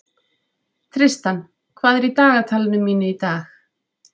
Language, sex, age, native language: Icelandic, female, 30-39, Icelandic